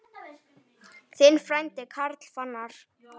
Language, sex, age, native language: Icelandic, male, 9, Icelandic